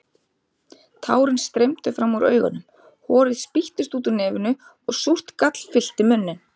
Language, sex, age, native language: Icelandic, female, 30-39, Icelandic